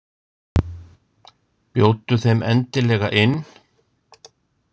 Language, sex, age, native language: Icelandic, male, 60-69, Icelandic